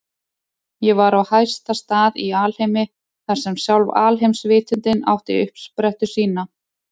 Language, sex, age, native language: Icelandic, female, 30-39, Icelandic